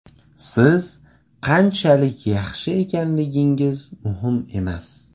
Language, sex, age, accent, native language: Uzbek, male, 18-24, Farg'ona, Uzbek